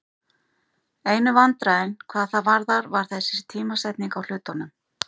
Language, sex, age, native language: Icelandic, female, 50-59, Icelandic